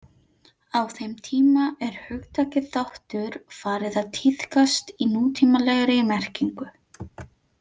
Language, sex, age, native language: Icelandic, female, 30-39, Filipino